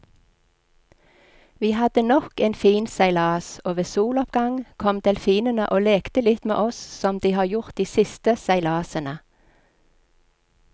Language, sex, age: Norwegian, female, 46